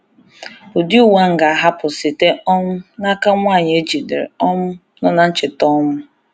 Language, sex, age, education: Igbo, female, 15-29, tertiary